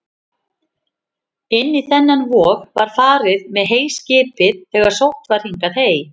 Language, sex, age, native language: Icelandic, female, 50-59, Icelandic